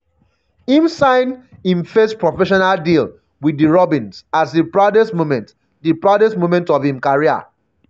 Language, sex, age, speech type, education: Nigerian Pidgin, male, 30-45, spontaneous, secondary